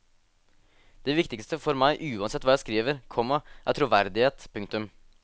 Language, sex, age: Norwegian, male, 18